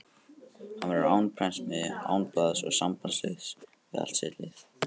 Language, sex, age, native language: Icelandic, male, 18-19, Icelandic